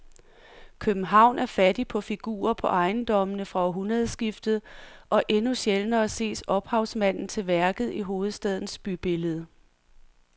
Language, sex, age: Danish, female, 46